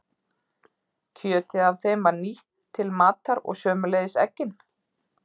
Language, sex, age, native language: Icelandic, female, 30-39, Icelandic